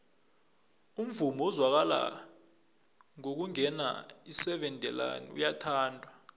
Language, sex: South Ndebele, male